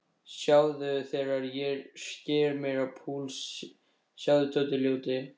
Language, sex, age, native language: Icelandic, male, 13, Icelandic